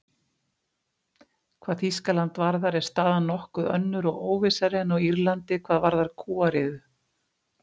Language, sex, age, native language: Icelandic, female, 50-59, Icelandic